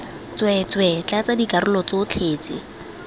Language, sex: Tswana, female